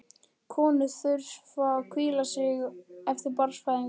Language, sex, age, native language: Icelandic, male, 11, Icelandic